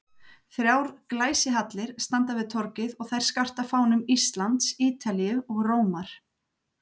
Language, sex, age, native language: Icelandic, female, 30-39, Icelandic